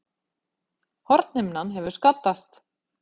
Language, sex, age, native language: Icelandic, female, 50-59, Icelandic